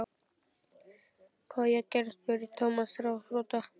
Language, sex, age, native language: Icelandic, male, 11, Icelandic